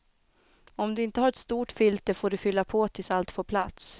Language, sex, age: Swedish, female, 29